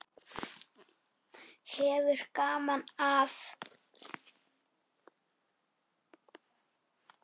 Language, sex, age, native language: Icelandic, female, 6, Icelandic